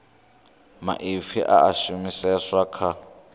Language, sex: Venda, male